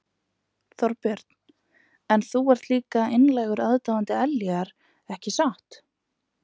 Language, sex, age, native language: Icelandic, female, 20-29, Icelandic